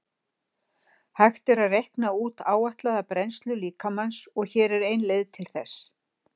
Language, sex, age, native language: Icelandic, female, 60-69, Icelandic